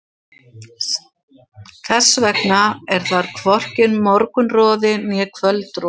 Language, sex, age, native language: Icelandic, female, 60-69, Icelandic